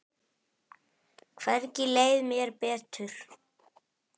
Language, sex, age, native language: Icelandic, male, 10, Icelandic